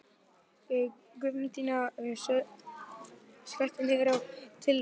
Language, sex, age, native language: Icelandic, male, 11, Icelandic